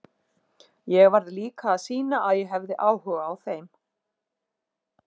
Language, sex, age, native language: Icelandic, female, 40-49, Icelandic